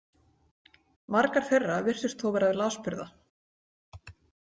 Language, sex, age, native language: Icelandic, female, 40-49, Icelandic